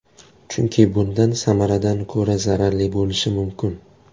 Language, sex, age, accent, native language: Uzbek, male, 18-24, Toshkent shahri, Uzbek